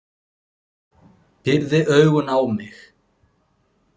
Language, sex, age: Icelandic, male, 40-49